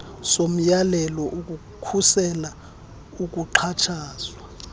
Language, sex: Xhosa, male